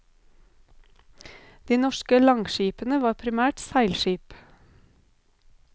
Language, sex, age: Norwegian, female, 32